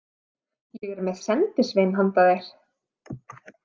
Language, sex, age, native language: Icelandic, female, 30-39, Icelandic